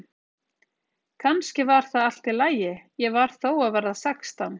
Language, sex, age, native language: Icelandic, female, 30-39, Icelandic